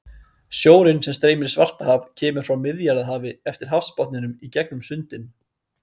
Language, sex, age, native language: Icelandic, male, 30-39, Icelandic